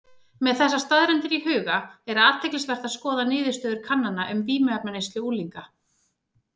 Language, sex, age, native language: Icelandic, female, 30-39, Icelandic